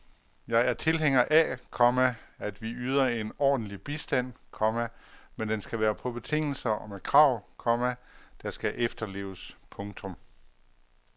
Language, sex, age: Danish, male, 48